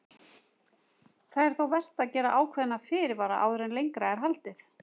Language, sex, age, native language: Icelandic, female, 40-49, Icelandic